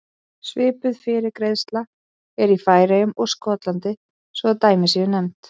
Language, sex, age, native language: Icelandic, female, 20-29, Icelandic